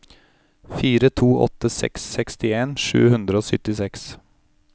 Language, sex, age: Norwegian, male, 31